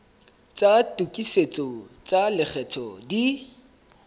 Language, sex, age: Southern Sotho, male, 23